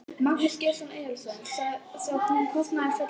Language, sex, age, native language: Icelandic, female, 11, Icelandic